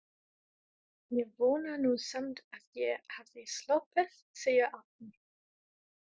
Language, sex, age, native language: Icelandic, female, 20-29, German